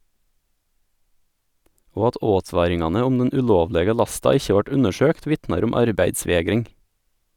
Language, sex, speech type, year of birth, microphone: Norwegian, male, read, 1987, Sennheiser